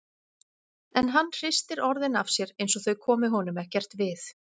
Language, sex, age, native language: Icelandic, female, 40-49, Icelandic